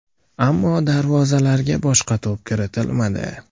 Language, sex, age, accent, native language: Uzbek, male, 18-24, Andijon, Uzbek